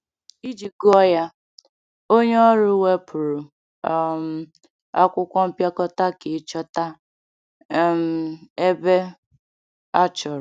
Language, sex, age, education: Igbo, female, 15-29, tertiary